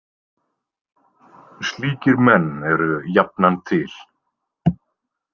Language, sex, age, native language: Icelandic, male, 20-29, Icelandic